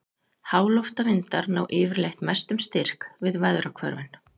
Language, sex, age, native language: Icelandic, female, 40-49, Icelandic